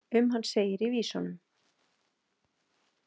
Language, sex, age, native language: Icelandic, female, 40-49, Icelandic